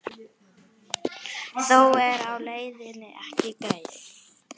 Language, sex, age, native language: Icelandic, female, 9, Icelandic